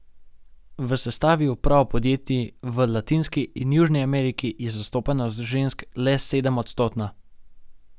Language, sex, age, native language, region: Slovenian, male, 18-29, Slovenian, Gorenjska region